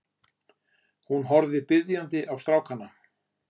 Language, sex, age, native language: Icelandic, male, 40-49, Icelandic